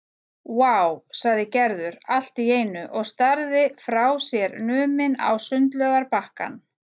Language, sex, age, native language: Icelandic, female, 40-49, Icelandic